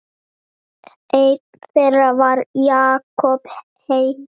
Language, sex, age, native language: Icelandic, female, 9, Icelandic